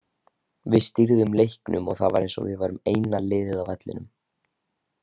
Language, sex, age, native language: Icelandic, male, 18-19, Icelandic